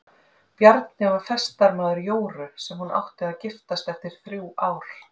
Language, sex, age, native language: Icelandic, female, 40-49, Icelandic